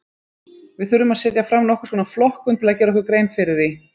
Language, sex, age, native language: Icelandic, female, 30-39, Icelandic